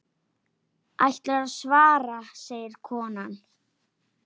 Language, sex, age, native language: Icelandic, female, 10, Icelandic